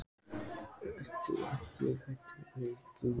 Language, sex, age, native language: Icelandic, male, 14, Icelandic